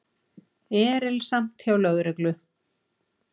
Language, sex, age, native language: Icelandic, female, 40-49, Icelandic